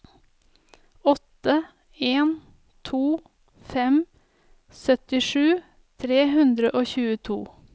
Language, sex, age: Norwegian, female, 30